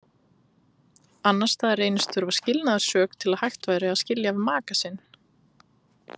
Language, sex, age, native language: Icelandic, female, 30-39, Icelandic